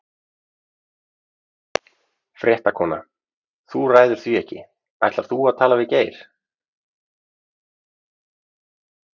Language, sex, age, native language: Icelandic, male, 30-39, Icelandic